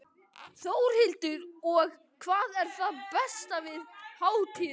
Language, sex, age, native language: Icelandic, male, 12, Icelandic